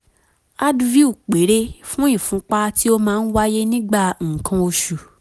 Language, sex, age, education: Yoruba, female, 15-29, tertiary